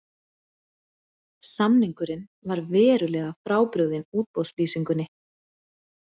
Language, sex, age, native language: Icelandic, female, 40-49, Icelandic